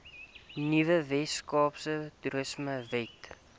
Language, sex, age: Afrikaans, male, 18